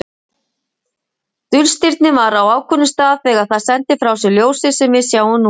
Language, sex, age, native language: Icelandic, female, 50-59, Icelandic